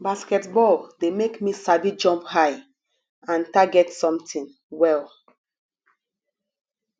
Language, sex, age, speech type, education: Nigerian Pidgin, female, 30-45, spontaneous, tertiary